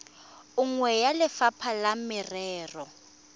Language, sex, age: Tswana, female, 20